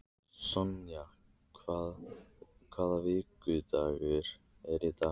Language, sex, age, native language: Icelandic, male, 30-39, Icelandic